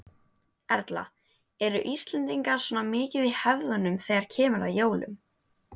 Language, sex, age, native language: Icelandic, female, 18-19, Icelandic